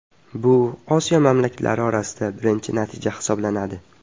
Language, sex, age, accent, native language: Uzbek, male, 12-17, Farg'ona, Uzbek